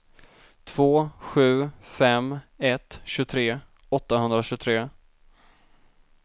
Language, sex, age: Swedish, male, 19